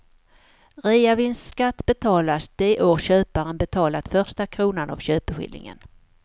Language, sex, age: Swedish, female, 54